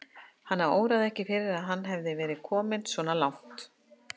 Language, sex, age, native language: Icelandic, female, 50-59, Icelandic